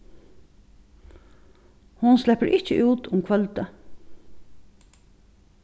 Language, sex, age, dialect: Faroese, female, 36-60, Suðurstreymoy